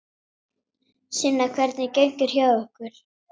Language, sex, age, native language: Icelandic, female, 7, Icelandic